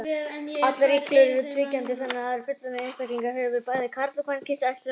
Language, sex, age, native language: Icelandic, male, 18-19, Icelandic